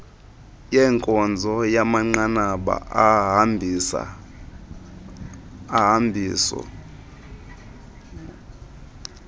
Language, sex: Xhosa, male